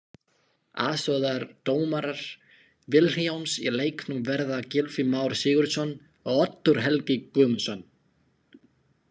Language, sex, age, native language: Icelandic, male, 20-29, Slovak